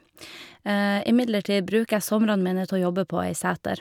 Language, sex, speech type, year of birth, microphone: Norwegian, female, spontaneous, 1989, Shure